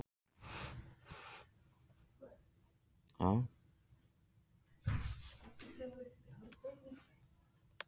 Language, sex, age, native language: Icelandic, male, 13, Icelandic